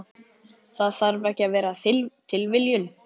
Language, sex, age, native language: Icelandic, male, 11, Icelandic